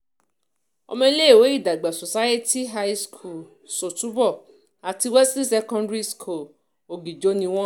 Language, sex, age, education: Yoruba, female, 30-45, tertiary